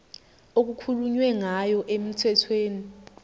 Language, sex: Zulu, female